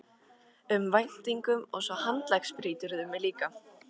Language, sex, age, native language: Icelandic, female, 13, Icelandic